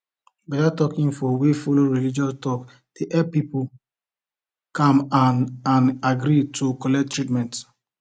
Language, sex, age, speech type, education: Nigerian Pidgin, male, 15-29, spontaneous, tertiary